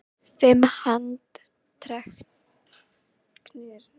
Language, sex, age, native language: Icelandic, female, 18-19, Icelandic